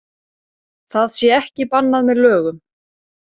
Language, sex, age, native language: Icelandic, female, 30-39, Icelandic